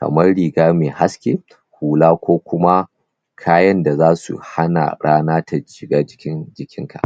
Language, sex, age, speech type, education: Hausa, male, 30-45, spontaneous, tertiary